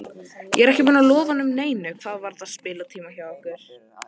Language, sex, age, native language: Icelandic, female, 18-19, Icelandic